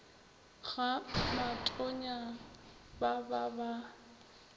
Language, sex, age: Northern Sotho, female, 21